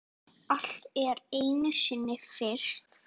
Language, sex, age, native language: Icelandic, female, 9, Icelandic